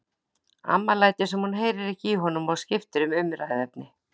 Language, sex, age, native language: Icelandic, female, 60-69, Icelandic